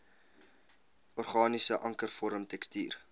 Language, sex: Afrikaans, male